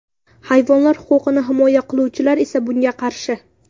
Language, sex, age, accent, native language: Uzbek, female, under 19, Samarqand, Uzbek